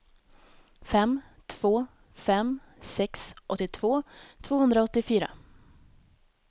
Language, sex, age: Swedish, female, 19